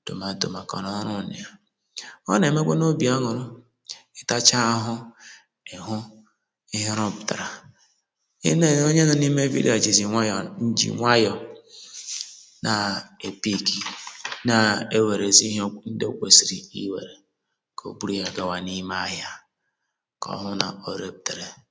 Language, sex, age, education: Igbo, male, 46-60, tertiary